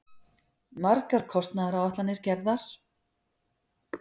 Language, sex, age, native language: Icelandic, female, 50-59, Icelandic